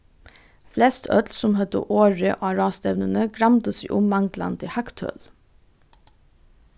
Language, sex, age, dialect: Faroese, female, 15-35, Norðurstreymoy/Eysturoy